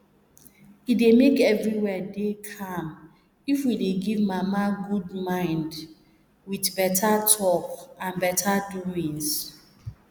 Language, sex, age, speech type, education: Nigerian Pidgin, female, 30-45, spontaneous, tertiary